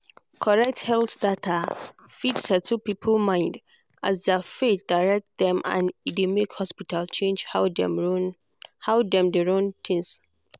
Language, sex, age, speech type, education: Nigerian Pidgin, female, 15-29, spontaneous, tertiary